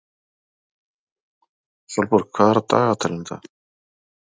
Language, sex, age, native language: Icelandic, male, 40-49, Icelandic